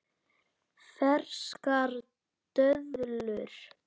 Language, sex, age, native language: Icelandic, female, 9, Icelandic